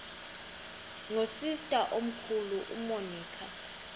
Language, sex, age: Xhosa, female, 23